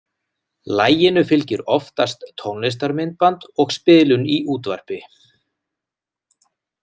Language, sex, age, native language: Icelandic, male, 40-49, Icelandic